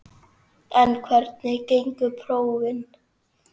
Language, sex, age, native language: Icelandic, male, 9, Icelandic